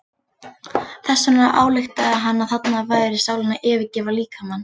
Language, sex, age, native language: Icelandic, female, 18-19, Icelandic